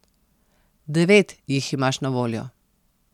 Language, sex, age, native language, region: Slovenian, female, 30-49, Slovenian, Posavska region